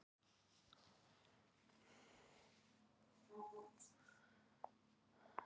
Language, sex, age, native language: Icelandic, female, 50-59, Icelandic